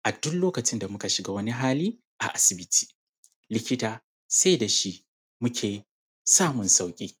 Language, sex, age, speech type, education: Hausa, male, 15-29, spontaneous, secondary